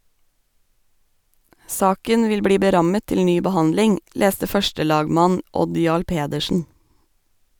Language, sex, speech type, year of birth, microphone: Norwegian, female, read, 1985, Sennheiser